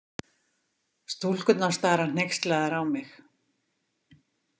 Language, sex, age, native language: Icelandic, female, 50-59, Icelandic